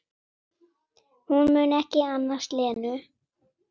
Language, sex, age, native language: Icelandic, female, 9, Icelandic